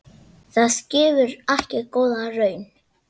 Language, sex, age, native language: Icelandic, male, 7, Icelandic